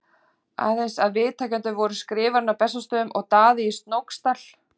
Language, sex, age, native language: Icelandic, female, 40-49, Icelandic